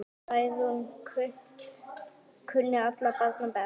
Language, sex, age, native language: Icelandic, female, 9, Icelandic